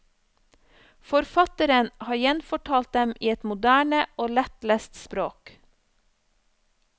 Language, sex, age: Norwegian, female, 34